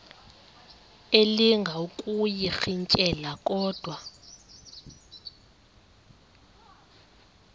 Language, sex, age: Xhosa, female, 23